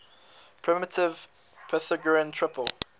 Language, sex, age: English, male, 19